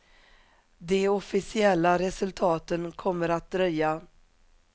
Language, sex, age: Swedish, female, 47